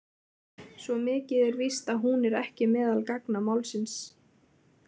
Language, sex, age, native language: Icelandic, female, 20-29, Icelandic